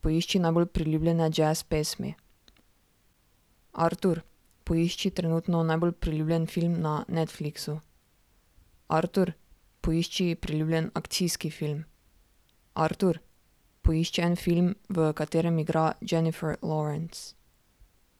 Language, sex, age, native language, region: Slovenian, female, 18-29, Slovenian, Drava region